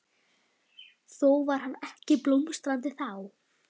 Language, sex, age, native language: Icelandic, female, 11, Icelandic